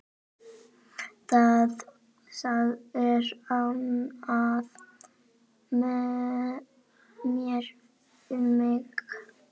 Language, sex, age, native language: Icelandic, female, 9, Icelandic